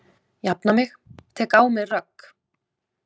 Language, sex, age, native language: Icelandic, female, 20-29, Icelandic